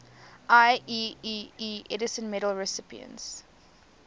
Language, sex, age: English, female, 24